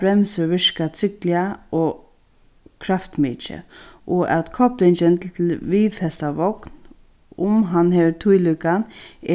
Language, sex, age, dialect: Faroese, female, 36-60, Sandoy